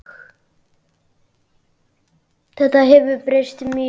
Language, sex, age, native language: Icelandic, male, 9, Icelandic